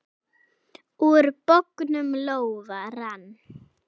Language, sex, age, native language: Icelandic, female, 7, Icelandic